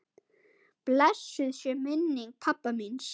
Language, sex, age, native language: Icelandic, male, 9, Icelandic